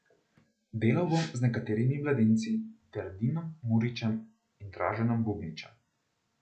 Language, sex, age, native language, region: Slovenian, male, 18-29, Slovenian, Central Slovenia